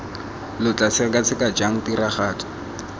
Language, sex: Tswana, male